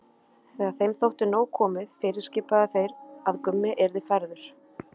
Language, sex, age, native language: Icelandic, female, 30-39, Icelandic